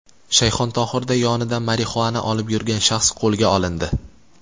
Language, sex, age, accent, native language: Uzbek, male, 18-24, Qashqadaryo, Uzbek